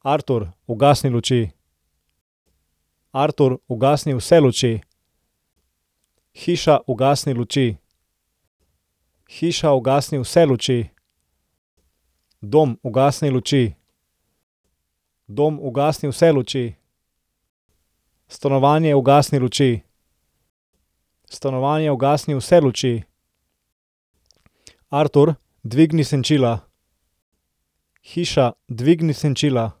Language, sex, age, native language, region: Slovenian, male, 18-29, Slovenian, Central Slovenia